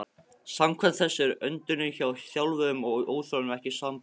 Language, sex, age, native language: Icelandic, male, 15, Icelandic